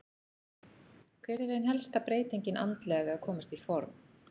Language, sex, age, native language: Icelandic, female, 40-49, Icelandic